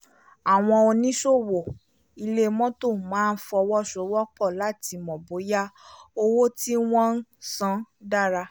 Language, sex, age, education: Yoruba, female, 15-29, tertiary